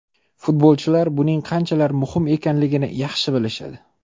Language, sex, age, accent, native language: Uzbek, male, 25-34, Toshkent shahri, Uzbek